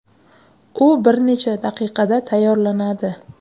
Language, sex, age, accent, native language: Uzbek, female, 25-34, Qashqadaryo, Uzbek